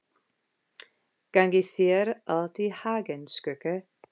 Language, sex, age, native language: Icelandic, female, 50-59, English